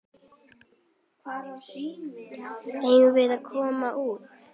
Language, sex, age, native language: Icelandic, female, 10, Icelandic